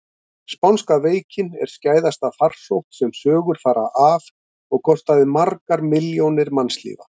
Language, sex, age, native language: Icelandic, male, 50-59, Icelandic